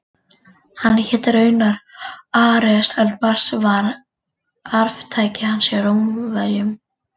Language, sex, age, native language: Icelandic, female, 40-49, Icelandic